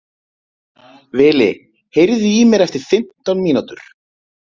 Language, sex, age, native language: Icelandic, male, 30-39, Icelandic